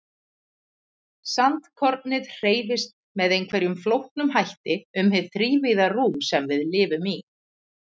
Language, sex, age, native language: Icelandic, female, 30-39, Icelandic